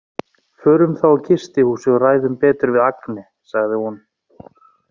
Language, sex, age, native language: Icelandic, male, 40-49, Icelandic